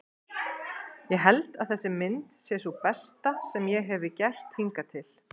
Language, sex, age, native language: Icelandic, female, 30-39, Icelandic